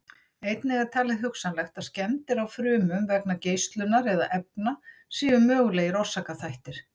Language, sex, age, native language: Icelandic, female, 60-69, Icelandic